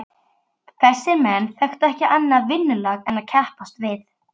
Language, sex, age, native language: Icelandic, female, 12, Icelandic